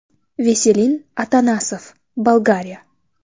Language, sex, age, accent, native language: Uzbek, female, 19-29, Toshkent shahri, Uzbek